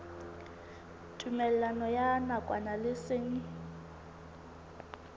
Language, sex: Southern Sotho, female